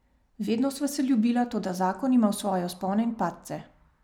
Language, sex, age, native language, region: Slovenian, female, 30-49, Slovenian, Savinja region